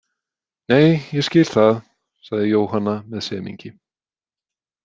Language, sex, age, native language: Icelandic, male, 20-29, Icelandic